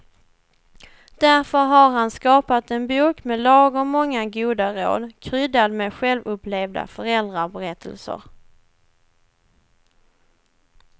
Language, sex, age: Swedish, female, 21